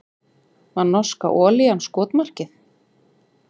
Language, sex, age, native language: Icelandic, female, 40-49, Icelandic